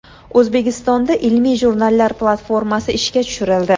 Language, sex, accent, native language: Uzbek, female, Andijon, Uzbek